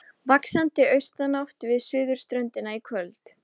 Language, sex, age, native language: Icelandic, female, 20-29, Icelandic